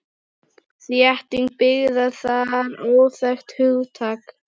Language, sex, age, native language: Icelandic, female, 9, Icelandic